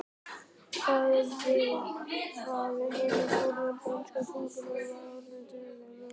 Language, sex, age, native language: Icelandic, male, 18-19, Icelandic